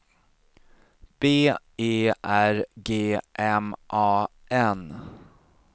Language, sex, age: Swedish, male, 40